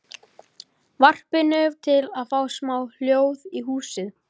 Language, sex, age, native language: Icelandic, male, 12, Icelandic